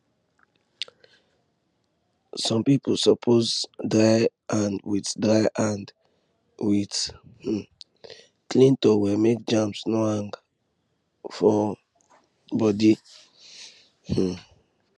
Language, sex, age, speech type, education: Nigerian Pidgin, male, 15-29, spontaneous, tertiary